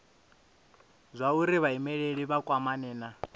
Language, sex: Venda, male